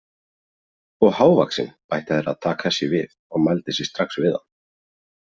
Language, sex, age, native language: Icelandic, male, 40-49, Icelandic